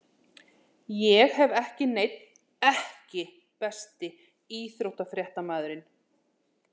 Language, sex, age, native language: Icelandic, male, 12, Icelandic